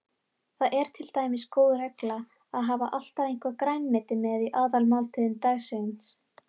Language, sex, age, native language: Icelandic, female, 18-19, Icelandic